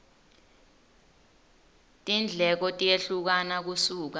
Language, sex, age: Swati, female, 19